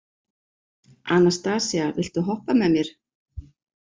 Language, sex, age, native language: Icelandic, female, 40-49, Icelandic